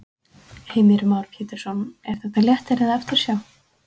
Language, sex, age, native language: Icelandic, female, 20-29, Icelandic